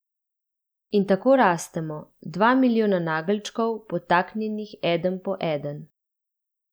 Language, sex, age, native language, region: Slovenian, female, 30-49, Slovenian, Central Slovenia